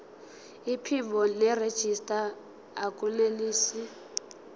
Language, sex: Zulu, female